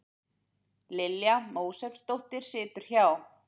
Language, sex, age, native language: Icelandic, female, 30-39, Icelandic